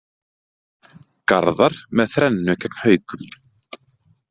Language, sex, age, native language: Icelandic, male, 30-39, Icelandic